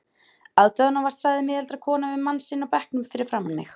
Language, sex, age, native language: Icelandic, female, 30-39, Icelandic